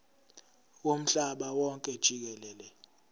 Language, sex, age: Zulu, male, 17